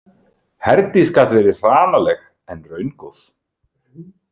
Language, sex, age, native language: Icelandic, male, 30-39, Icelandic